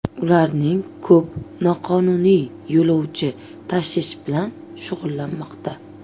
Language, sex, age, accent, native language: Uzbek, female, 25-34, Toshkent viloyati, Uzbek